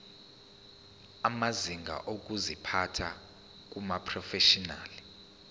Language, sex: Zulu, male